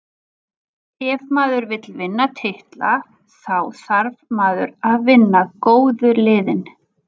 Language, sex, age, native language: Icelandic, female, 40-49, Icelandic